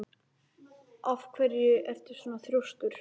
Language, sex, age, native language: Icelandic, male, 11, Icelandic